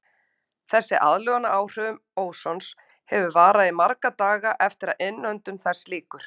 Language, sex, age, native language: Icelandic, female, 50-59, Icelandic